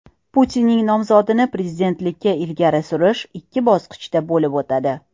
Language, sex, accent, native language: Uzbek, female, Toshkent shahri, Uzbek